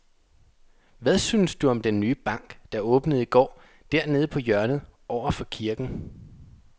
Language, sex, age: Danish, male, 27